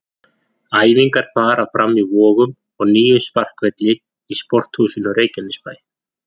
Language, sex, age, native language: Icelandic, male, 40-49, Icelandic